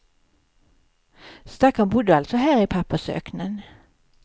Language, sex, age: Swedish, female, 55